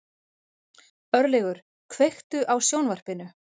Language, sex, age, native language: Icelandic, female, 40-49, Icelandic